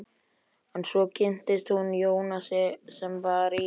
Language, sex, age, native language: Icelandic, male, 11, Icelandic